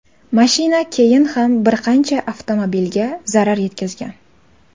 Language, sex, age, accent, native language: Uzbek, female, 18-24, Toshkent viloyati, Uzbek